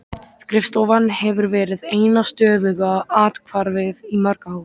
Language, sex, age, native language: Icelandic, male, 13, Icelandic